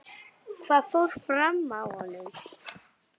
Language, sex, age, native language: Icelandic, female, 8, Icelandic